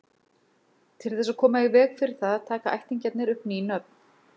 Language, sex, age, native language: Icelandic, female, 40-49, Icelandic